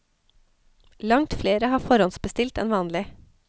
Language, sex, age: Norwegian, female, 34